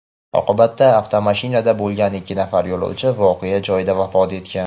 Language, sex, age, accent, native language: Uzbek, male, 18-24, Farg'ona, Uzbek